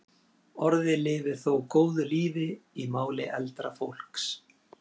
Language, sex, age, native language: Icelandic, male, 40-49, Icelandic